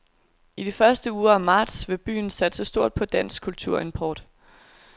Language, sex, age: Danish, female, 22